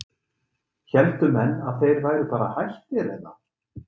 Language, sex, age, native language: Icelandic, male, 30-39, Icelandic